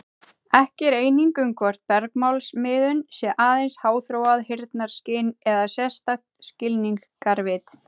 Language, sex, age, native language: Icelandic, female, 30-39, Icelandic